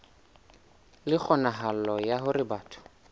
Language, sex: Southern Sotho, male